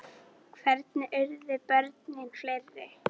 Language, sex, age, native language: Icelandic, female, 9, Icelandic